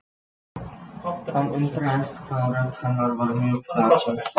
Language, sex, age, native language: Icelandic, female, 60-69, Icelandic